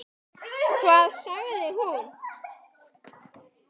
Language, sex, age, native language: Icelandic, male, 10, Icelandic